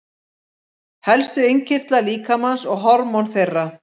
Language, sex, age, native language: Icelandic, female, 50-59, Icelandic